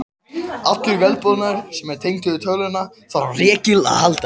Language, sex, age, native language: Icelandic, male, 18-19, Icelandic